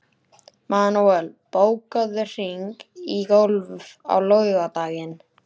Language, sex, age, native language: Icelandic, male, 11, Icelandic